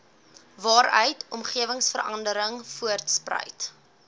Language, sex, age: Afrikaans, female, 18